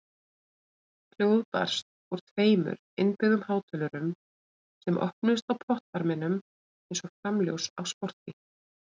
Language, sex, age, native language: Icelandic, female, 40-49, Icelandic